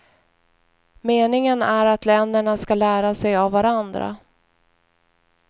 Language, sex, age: Swedish, female, 41